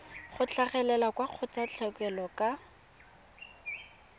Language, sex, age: Tswana, female, 22